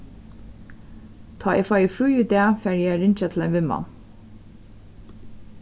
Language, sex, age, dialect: Faroese, female, 36-60, Suðurstreymoy